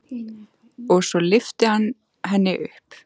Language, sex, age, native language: Icelandic, female, 14, Icelandic